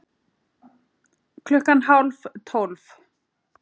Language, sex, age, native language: Icelandic, female, 40-49, Icelandic